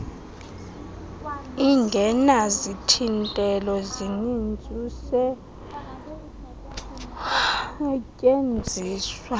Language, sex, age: Xhosa, female, 20